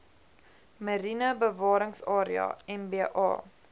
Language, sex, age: Afrikaans, female, 20